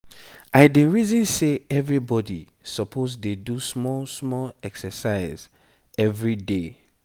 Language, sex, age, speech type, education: Nigerian Pidgin, male, 30-45, spontaneous, tertiary